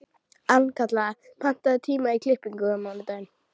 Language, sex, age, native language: Icelandic, female, 12, Icelandic